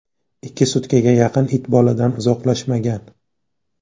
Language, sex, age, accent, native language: Uzbek, male, 18-24, Toshkent shahri, Uzbek